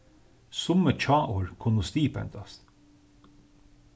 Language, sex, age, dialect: Faroese, male, 36-60, Suðurstreymoy